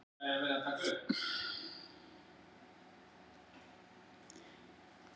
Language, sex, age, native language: Icelandic, female, 30-39, Icelandic